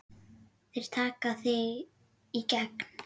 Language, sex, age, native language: Icelandic, female, 10, Icelandic